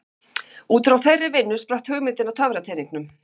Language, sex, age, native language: Icelandic, female, 50-59, Icelandic